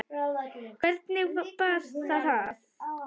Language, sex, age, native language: Icelandic, female, 10, Icelandic